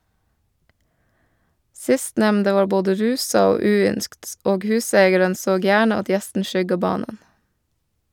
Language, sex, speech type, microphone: Norwegian, female, read, Shure